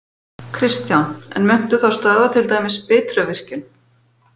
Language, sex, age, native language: Icelandic, female, 50-59, Icelandic